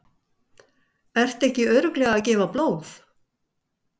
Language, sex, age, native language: Icelandic, male, 60-69, Icelandic